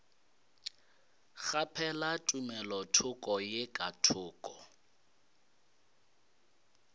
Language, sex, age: Northern Sotho, male, 22